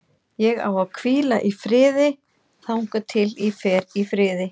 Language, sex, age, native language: Icelandic, female, 40-49, Icelandic